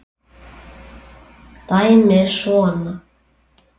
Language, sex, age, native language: Icelandic, male, 8, Icelandic